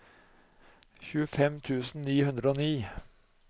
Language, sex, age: Norwegian, male, 45